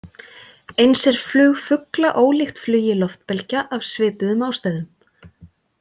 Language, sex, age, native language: Icelandic, female, 40-49, Icelandic